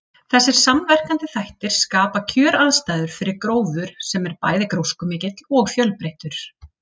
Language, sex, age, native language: Icelandic, female, 30-39, Icelandic